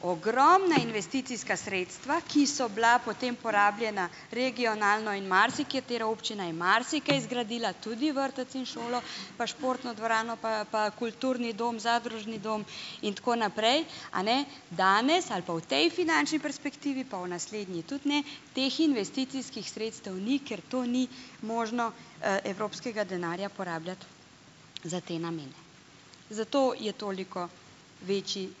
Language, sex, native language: Slovenian, female, Slovenian